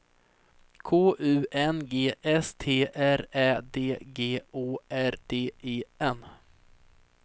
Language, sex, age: Swedish, female, 30